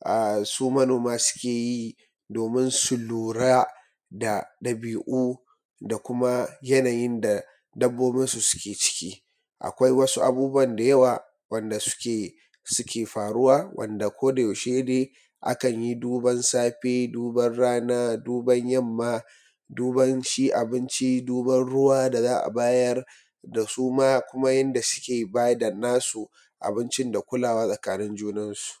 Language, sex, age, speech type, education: Hausa, male, 30-45, spontaneous, tertiary